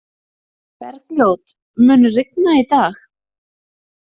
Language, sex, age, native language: Icelandic, female, 30-39, Icelandic